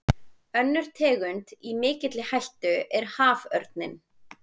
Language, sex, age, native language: Icelandic, female, 20-29, Icelandic